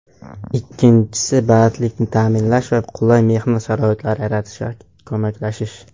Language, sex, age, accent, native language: Uzbek, male, 19-29, Jizzax, Uzbek